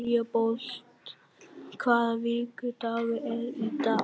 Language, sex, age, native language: Icelandic, male, 11, Vietnamese